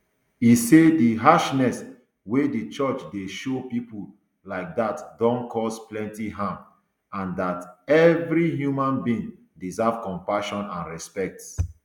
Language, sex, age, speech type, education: Nigerian Pidgin, male, 30-45, spontaneous, tertiary